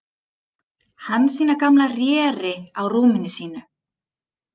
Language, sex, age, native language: Icelandic, female, 30-39, Icelandic